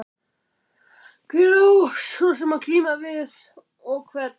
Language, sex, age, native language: Icelandic, male, 12, Icelandic